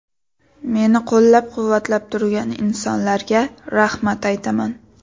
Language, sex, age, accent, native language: Uzbek, female, 18-24, Sirdaryo, Uzbek